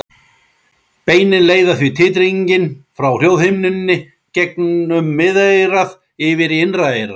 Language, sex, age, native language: Icelandic, male, 40-49, Icelandic